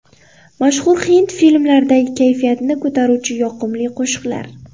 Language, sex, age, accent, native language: Uzbek, female, 18-24, Qoraqalpog'iston, Uzbek